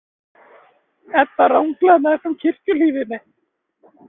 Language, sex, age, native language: Icelandic, female, 20-29, Icelandic